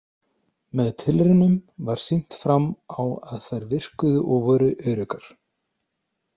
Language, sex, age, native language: Icelandic, male, 30-39, Icelandic